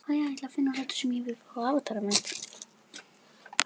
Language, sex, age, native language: Icelandic, female, 10, Icelandic